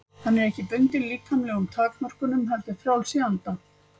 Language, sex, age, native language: Icelandic, female, 50-59, Icelandic